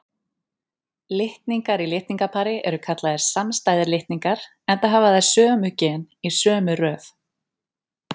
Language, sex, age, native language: Icelandic, female, 30-39, Icelandic